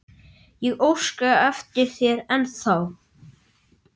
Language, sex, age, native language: Icelandic, male, 9, Icelandic